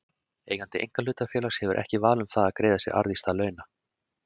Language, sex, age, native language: Icelandic, male, 30-39, Icelandic